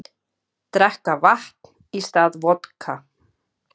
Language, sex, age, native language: Icelandic, female, 30-39, Icelandic